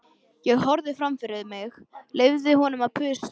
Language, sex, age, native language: Icelandic, female, 13, Icelandic